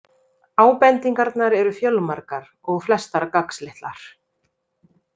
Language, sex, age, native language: Icelandic, female, 30-39, Icelandic